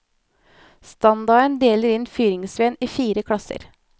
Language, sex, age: Norwegian, female, 24